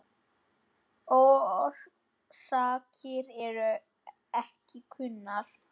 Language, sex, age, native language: Icelandic, male, 10, Icelandic